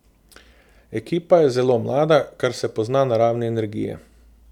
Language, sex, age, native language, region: Slovenian, male, 18-29, Slovenian, Southeast Slovenia